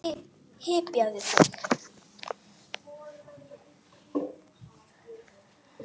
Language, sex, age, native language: Icelandic, female, 8, Icelandic